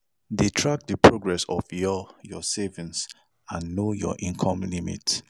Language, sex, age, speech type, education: Nigerian Pidgin, male, 30-45, spontaneous, tertiary